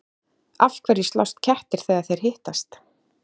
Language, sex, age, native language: Icelandic, female, 30-39, Icelandic